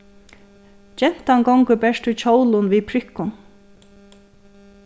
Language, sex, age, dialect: Faroese, female, 36-60, Suðurstreymoy